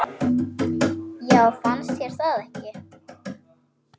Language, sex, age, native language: Icelandic, female, 9, Icelandic